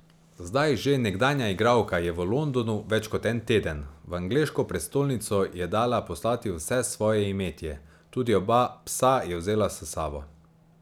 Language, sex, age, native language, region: Slovenian, male, 18-29, Slovenian, Savinja region